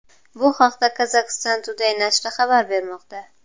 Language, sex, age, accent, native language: Uzbek, female, 19-29, Buxoro, Uzbek